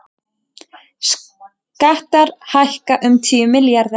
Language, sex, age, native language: Icelandic, female, 20-29, Icelandic